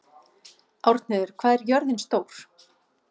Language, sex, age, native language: Icelandic, female, 40-49, Icelandic